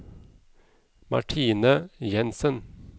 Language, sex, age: Norwegian, male, 37